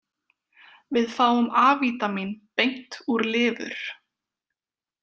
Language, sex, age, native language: Icelandic, female, 20-29, Icelandic